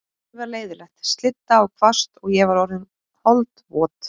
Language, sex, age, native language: Icelandic, female, 20-29, Icelandic